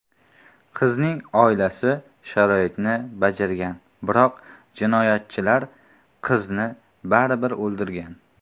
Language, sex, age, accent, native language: Uzbek, female, 19-29, Qoraqalpog'iston, Karakalpak